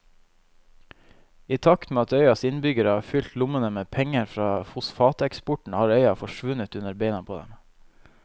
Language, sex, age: Norwegian, male, 21